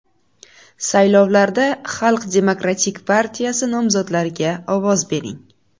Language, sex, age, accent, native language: Uzbek, female, 18-24, Buxoro, Uzbek